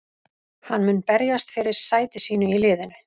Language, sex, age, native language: Icelandic, female, 30-39, Icelandic